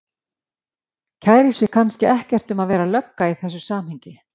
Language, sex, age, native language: Icelandic, female, 50-59, Icelandic